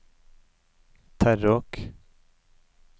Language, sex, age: Norwegian, male, 33